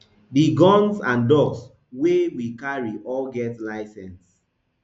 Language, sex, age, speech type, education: Nigerian Pidgin, male, 15-29, spontaneous, tertiary